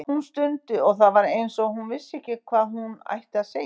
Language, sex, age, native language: Icelandic, female, 50-59, Icelandic